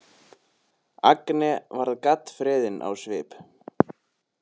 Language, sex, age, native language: Icelandic, male, 20-29, Icelandic